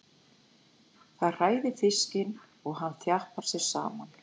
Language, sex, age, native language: Icelandic, female, 40-49, Icelandic